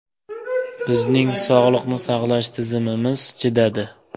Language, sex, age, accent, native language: Uzbek, male, 18-24, Andijon, Uzbek